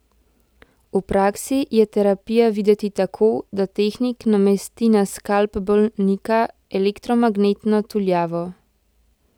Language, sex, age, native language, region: Slovenian, female, 18-29, Slovenian, Central Slovenia